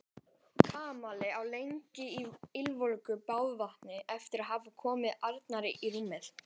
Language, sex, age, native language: Icelandic, female, 18-19, Icelandic